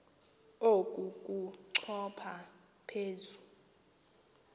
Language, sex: Xhosa, female